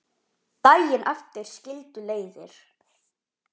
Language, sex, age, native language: Icelandic, male, 10, Icelandic